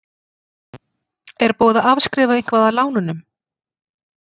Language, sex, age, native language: Icelandic, female, 40-49, Icelandic